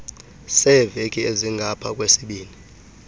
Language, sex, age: Xhosa, male, 35